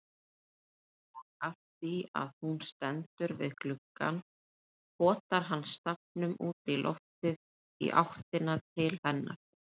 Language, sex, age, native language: Icelandic, female, 30-39, Icelandic